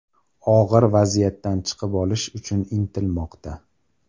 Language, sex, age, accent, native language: Uzbek, male, 18-24, Farg'ona, Uzbek